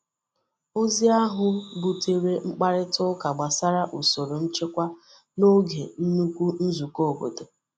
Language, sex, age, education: Igbo, female, 30-45, tertiary